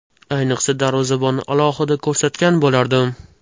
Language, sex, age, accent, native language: Uzbek, male, 18-24, Toshkent shahri, Uzbek